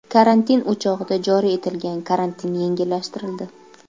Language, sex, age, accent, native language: Uzbek, female, 25-34, Toshkent viloyati, Uzbek